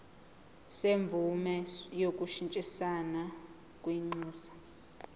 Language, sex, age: Zulu, female, 20